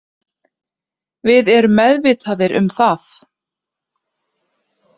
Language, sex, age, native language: Icelandic, female, 30-39, Icelandic